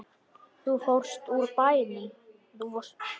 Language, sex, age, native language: Icelandic, male, 10, Icelandic